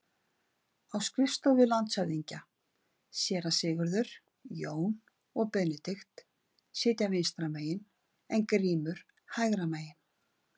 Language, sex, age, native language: Icelandic, female, 50-59, Icelandic